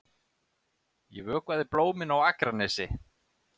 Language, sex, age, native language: Icelandic, male, 30-39, Icelandic